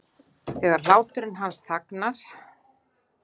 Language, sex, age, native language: Icelandic, female, 60-69, Icelandic